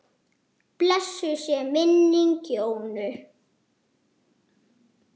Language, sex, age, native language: Icelandic, male, 8, Icelandic